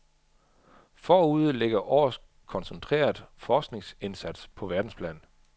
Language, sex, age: Danish, male, 38